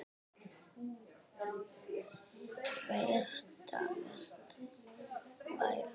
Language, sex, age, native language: Icelandic, female, 10, Icelandic